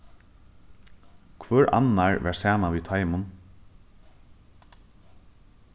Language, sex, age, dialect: Faroese, male, 15-35, Norðuroyggjar